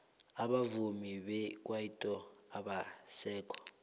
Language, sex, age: South Ndebele, male, 22